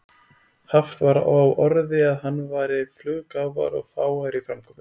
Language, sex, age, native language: Icelandic, male, 20-29, Icelandic